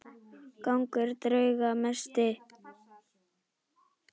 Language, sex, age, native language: Icelandic, female, 10, Icelandic